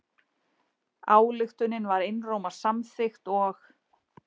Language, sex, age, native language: Icelandic, female, 40-49, Icelandic